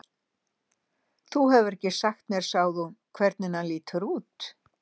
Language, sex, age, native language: Icelandic, female, 60-69, Icelandic